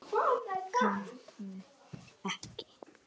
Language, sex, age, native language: Icelandic, male, 8, Icelandic